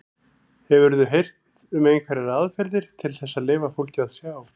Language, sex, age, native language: Icelandic, male, 40-49, Icelandic